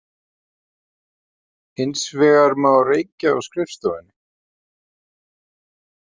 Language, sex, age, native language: Icelandic, male, 50-59, Icelandic